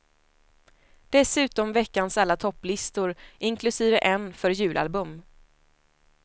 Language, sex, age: Swedish, female, 25